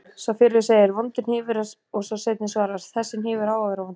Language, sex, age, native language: Icelandic, female, 30-39, Icelandic